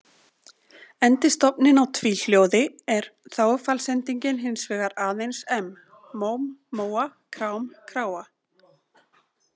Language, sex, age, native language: Icelandic, female, 40-49, Icelandic